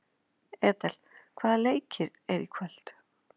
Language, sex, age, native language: Icelandic, female, 40-49, Icelandic